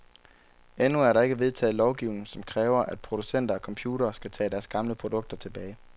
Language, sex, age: Danish, male, 23